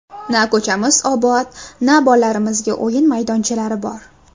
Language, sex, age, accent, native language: Uzbek, female, under 19, Farg'ona, Uzbek